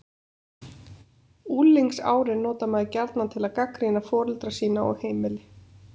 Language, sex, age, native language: Icelandic, female, 30-39, Icelandic